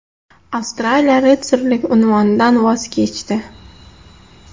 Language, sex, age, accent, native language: Uzbek, female, 18-24, Navoiy, Uzbek